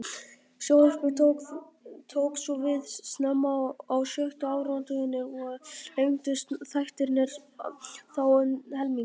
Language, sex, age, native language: Icelandic, female, 50-59, Icelandic